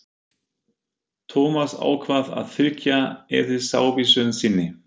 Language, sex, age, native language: Icelandic, male, 50-59, German